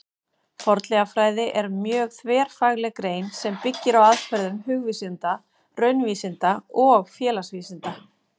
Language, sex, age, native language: Icelandic, female, 40-49, Icelandic